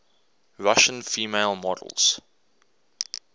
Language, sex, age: English, male, 24